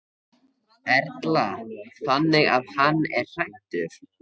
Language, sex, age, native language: Icelandic, male, 13, Icelandic